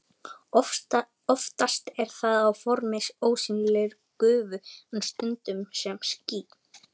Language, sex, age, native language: Icelandic, male, 18-19, Icelandic